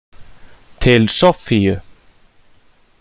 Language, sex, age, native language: Icelandic, male, 30-39, Icelandic